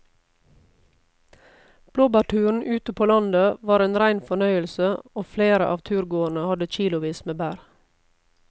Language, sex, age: Norwegian, female, 31